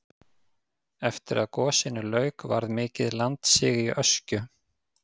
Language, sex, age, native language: Icelandic, male, 50-59, Icelandic